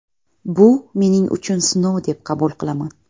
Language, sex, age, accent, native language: Uzbek, female, 18-24, Toshkent viloyati, Uzbek